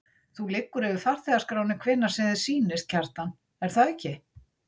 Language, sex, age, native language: Icelandic, female, 60-69, Icelandic